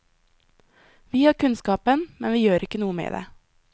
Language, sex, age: Norwegian, female, 20